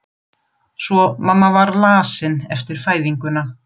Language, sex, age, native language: Icelandic, female, 40-49, German